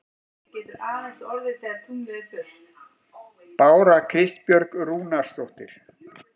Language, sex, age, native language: Icelandic, male, 50-59, Icelandic